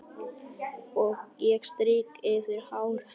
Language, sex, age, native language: Icelandic, male, 10, Icelandic